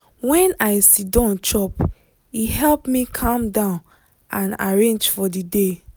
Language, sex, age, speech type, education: Nigerian Pidgin, female, 15-29, spontaneous, tertiary